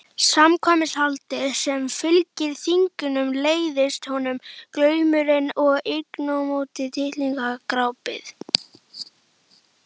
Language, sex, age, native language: Icelandic, female, 11, Icelandic